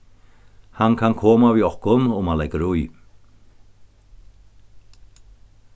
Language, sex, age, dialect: Faroese, male, 61+, Norðurstreymoy/Eysturoy